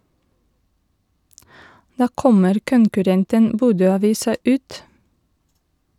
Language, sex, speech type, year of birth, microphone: Norwegian, female, read, 1982, Shure